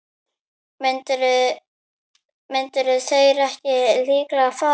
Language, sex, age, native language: Icelandic, female, 9, Icelandic